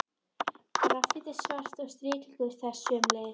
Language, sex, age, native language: Icelandic, female, 13, Icelandic